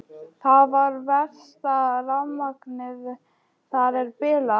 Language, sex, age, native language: Icelandic, female, 12, Icelandic